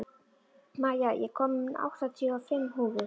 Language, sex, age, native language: Icelandic, female, 11, Icelandic